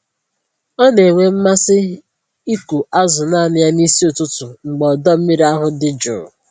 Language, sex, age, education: Igbo, female, 15-29, tertiary